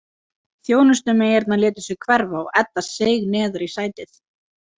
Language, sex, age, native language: Icelandic, female, 30-39, Icelandic